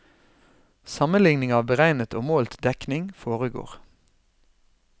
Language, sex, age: Norwegian, male, 32